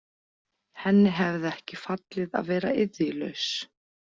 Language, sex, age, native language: Icelandic, female, 40-49, Icelandic